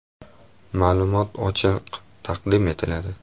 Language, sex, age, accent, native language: Uzbek, male, 19-29, Toshkent shahri, Uzbek